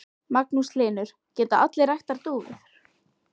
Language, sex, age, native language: Icelandic, female, 12, Icelandic